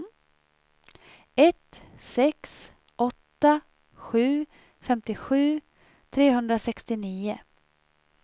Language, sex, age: Swedish, female, 37